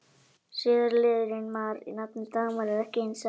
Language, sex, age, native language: Icelandic, male, 18-19, Icelandic